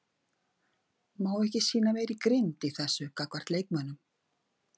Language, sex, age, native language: Icelandic, female, 50-59, Icelandic